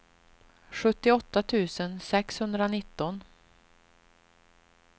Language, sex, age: Swedish, female, 38